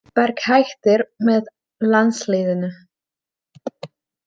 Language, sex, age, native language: Icelandic, female, 30-39, Czech